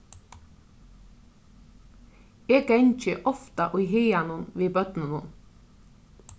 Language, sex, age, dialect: Faroese, female, 36-60, Norðurstreymoy/Eysturoy